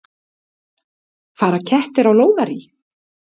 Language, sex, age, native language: Icelandic, female, 60-69, Icelandic